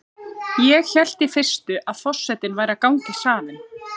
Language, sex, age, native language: Icelandic, female, 30-39, Icelandic